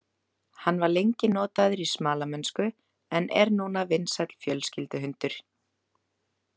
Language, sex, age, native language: Icelandic, female, 30-39, Icelandic